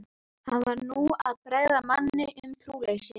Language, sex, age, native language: Icelandic, female, 11, Icelandic